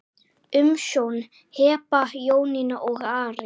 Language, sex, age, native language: Icelandic, male, 10, Icelandic